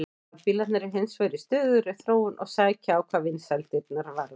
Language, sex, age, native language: Icelandic, female, 50-59, Icelandic